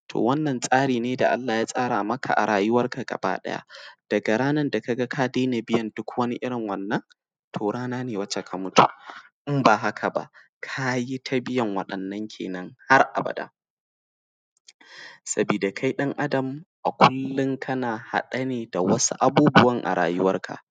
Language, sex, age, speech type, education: Hausa, male, 15-29, spontaneous, primary